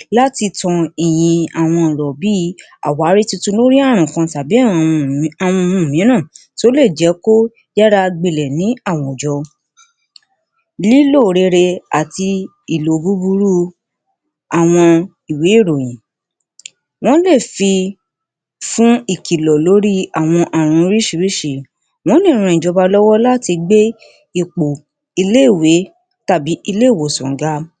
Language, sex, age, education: Yoruba, female, 60+, tertiary